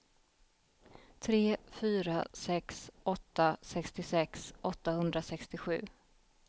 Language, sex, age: Swedish, female, 33